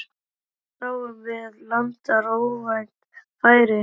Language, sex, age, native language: Icelandic, male, 12, Icelandic